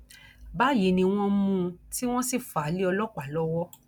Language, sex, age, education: Yoruba, female, 46-60, tertiary